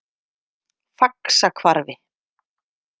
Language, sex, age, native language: Icelandic, female, 50-59, Icelandic